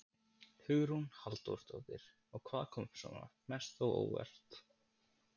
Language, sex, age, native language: Icelandic, male, 18-19, Icelandic